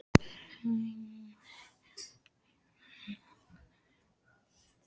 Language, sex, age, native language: Icelandic, male, 12, Icelandic